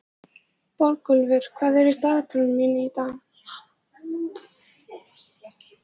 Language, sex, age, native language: Icelandic, female, 14, Icelandic